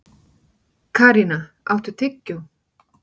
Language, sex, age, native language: Icelandic, female, 40-49, Icelandic